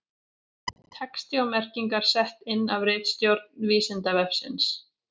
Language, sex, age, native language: Icelandic, female, 40-49, Icelandic